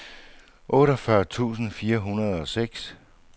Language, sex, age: Danish, male, 59